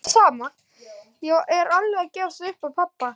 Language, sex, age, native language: Icelandic, male, 11, Icelandic